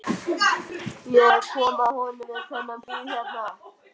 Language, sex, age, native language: Icelandic, male, 12, Icelandic